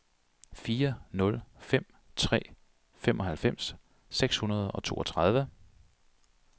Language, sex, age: Danish, male, 42